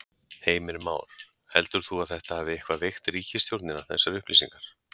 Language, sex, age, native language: Icelandic, male, 40-49, Icelandic